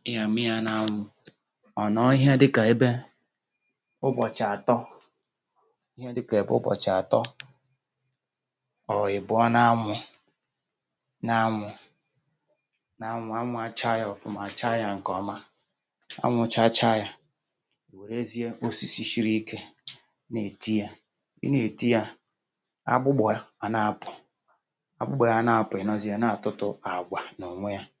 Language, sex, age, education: Igbo, male, 46-60, tertiary